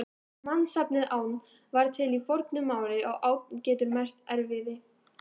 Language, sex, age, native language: Icelandic, female, 18-19, Icelandic